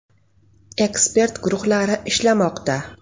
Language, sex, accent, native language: Uzbek, female, Farg'ona, Uzbek